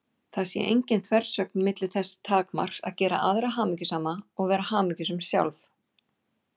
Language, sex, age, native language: Icelandic, female, 40-49, Icelandic